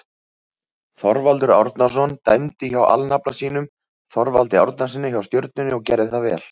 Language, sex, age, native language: Icelandic, male, 30-39, Icelandic